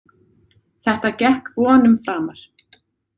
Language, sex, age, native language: Icelandic, female, 30-39, Icelandic